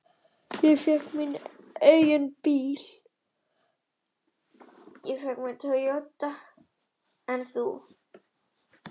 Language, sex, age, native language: Icelandic, female, 18-19, Icelandic